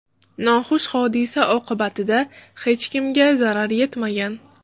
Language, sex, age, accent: Uzbek, female, 35+, Toshkent shahri